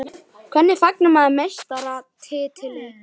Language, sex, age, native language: Icelandic, male, 11, Icelandic